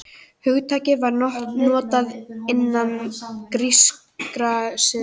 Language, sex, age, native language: Icelandic, female, 18-19, Icelandic